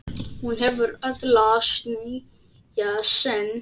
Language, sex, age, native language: Icelandic, male, 10, Icelandic